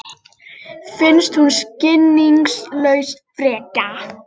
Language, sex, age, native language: Icelandic, female, 30-39, Icelandic